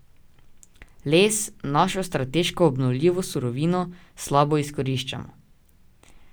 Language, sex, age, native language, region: Slovenian, male, 18-29, Slovenian, Drava region